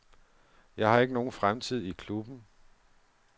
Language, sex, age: Danish, male, 47